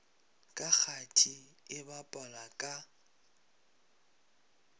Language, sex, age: Northern Sotho, male, 22